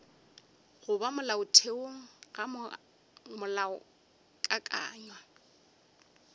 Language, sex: Northern Sotho, female